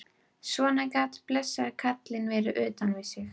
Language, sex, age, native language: Icelandic, female, 12, Icelandic